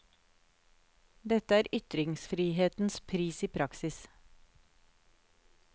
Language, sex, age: Norwegian, female, 48